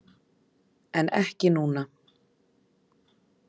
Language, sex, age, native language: Icelandic, female, 30-39, Icelandic